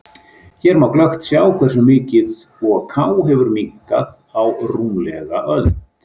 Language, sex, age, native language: Icelandic, male, 50-59, Icelandic